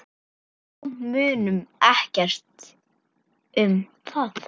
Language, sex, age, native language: Icelandic, male, 10, Icelandic